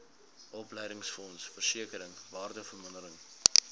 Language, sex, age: Afrikaans, male, 19